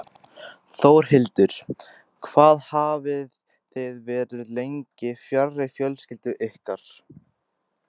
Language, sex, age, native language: Icelandic, male, 14, Icelandic